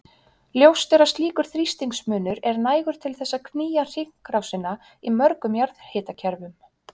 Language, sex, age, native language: Icelandic, female, 30-39, Icelandic